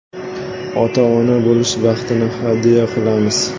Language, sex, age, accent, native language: Uzbek, male, 25-34, Samarqand, Uzbek